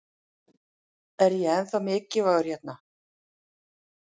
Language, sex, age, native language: Icelandic, female, 40-49, Icelandic